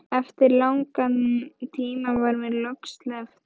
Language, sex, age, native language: Icelandic, female, 11, Icelandic